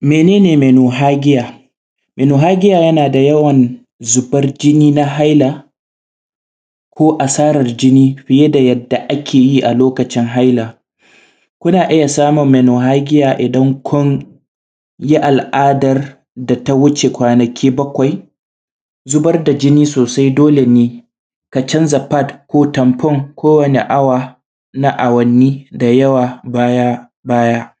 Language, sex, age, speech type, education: Hausa, male, 30-45, spontaneous, primary